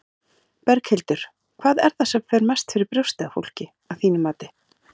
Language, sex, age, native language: Icelandic, female, 40-49, Icelandic